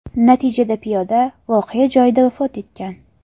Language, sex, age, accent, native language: Uzbek, female, 18-24, Farg'ona, Uzbek